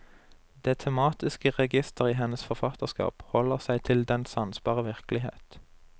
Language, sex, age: Norwegian, male, 23